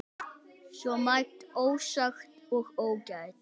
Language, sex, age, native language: Icelandic, male, 6, Icelandic